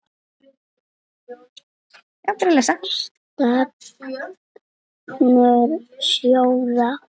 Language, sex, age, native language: Icelandic, other, 6, Icelandic